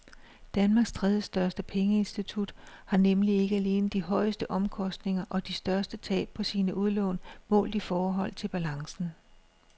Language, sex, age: Danish, female, 56